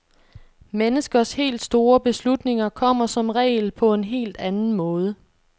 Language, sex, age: Danish, female, 26